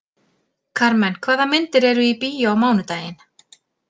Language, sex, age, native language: Icelandic, female, 40-49, Icelandic